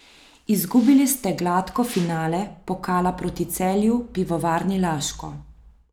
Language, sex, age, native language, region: Slovenian, female, 30-49, Slovenian, Central Slovenia